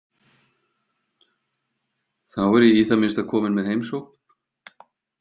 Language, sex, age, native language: Icelandic, male, 50-59, Icelandic